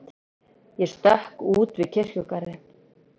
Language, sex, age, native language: Icelandic, female, 30-39, Icelandic